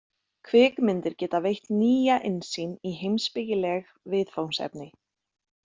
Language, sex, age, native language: Icelandic, female, 30-39, Icelandic